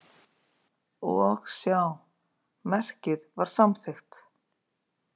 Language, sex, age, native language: Icelandic, female, 40-49, Icelandic